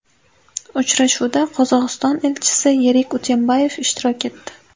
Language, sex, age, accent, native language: Uzbek, female, 18-24, Sirdaryo, Uzbek